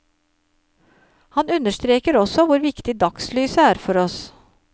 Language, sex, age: Norwegian, female, 53